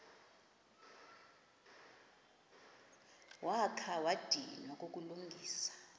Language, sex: Xhosa, female